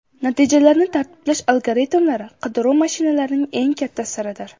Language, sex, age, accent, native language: Uzbek, female, under 19, Samarqand, Uzbek